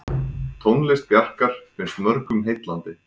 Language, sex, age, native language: Icelandic, male, 20-29, Icelandic